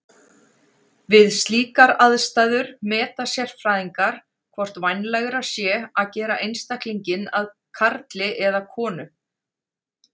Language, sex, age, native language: Icelandic, female, 40-49, Icelandic